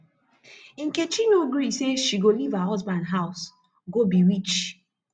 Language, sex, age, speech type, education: Nigerian Pidgin, female, 15-29, spontaneous, tertiary